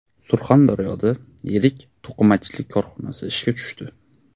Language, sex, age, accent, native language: Uzbek, male, 18-24, Namangan, Uzbek